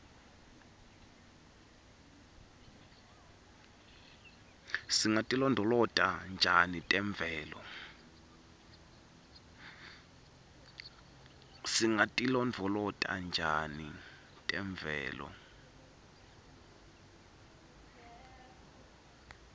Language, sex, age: Swati, male, 23